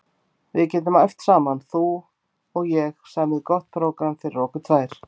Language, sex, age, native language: Icelandic, female, 50-59, Icelandic